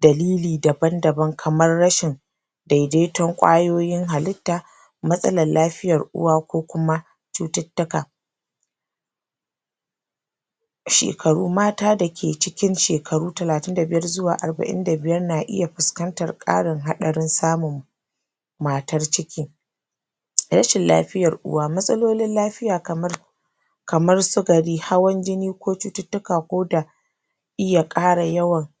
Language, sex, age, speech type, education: Hausa, female, 30-45, spontaneous, tertiary